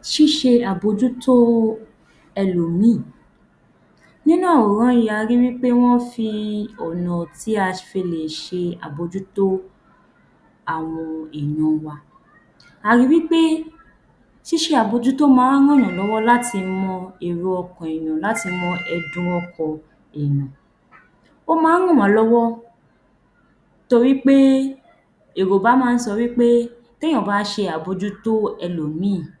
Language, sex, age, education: Yoruba, female, 15-29, tertiary